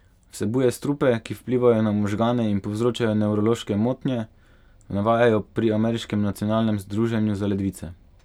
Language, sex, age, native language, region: Slovenian, male, 18-29, Slovenian, Pomurje region